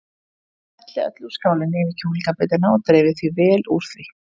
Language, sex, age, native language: Icelandic, female, 30-39, Icelandic